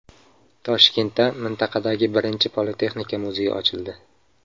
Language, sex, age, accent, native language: Uzbek, male, 25-34, Samarqand, Uzbek